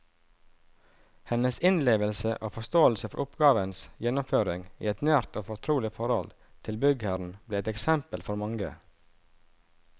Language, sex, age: Norwegian, male, 37